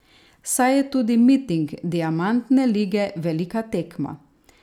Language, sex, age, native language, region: Slovenian, female, 30-49, Slovenian, Savinja region